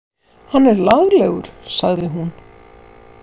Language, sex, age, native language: Icelandic, female, 50-59, Icelandic